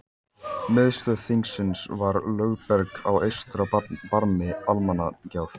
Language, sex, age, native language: Icelandic, male, 14, Icelandic